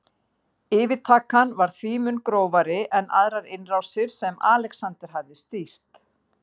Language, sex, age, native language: Icelandic, female, 50-59, Icelandic